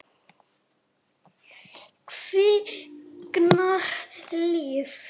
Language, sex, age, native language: Icelandic, male, 6, Icelandic